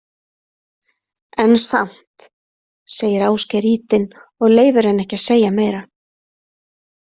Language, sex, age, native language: Icelandic, female, 30-39, Icelandic